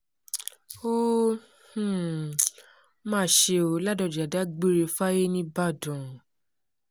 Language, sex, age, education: Yoruba, female, 15-29, tertiary